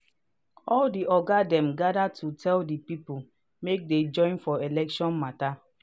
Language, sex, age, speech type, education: Nigerian Pidgin, female, 30-45, spontaneous, tertiary